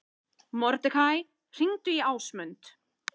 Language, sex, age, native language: Icelandic, female, 30-39, Icelandic